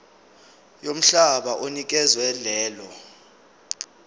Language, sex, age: Zulu, male, 25